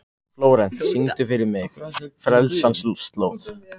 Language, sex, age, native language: Icelandic, other, 15, Icelandic